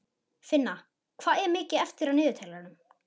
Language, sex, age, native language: Icelandic, male, 11, Icelandic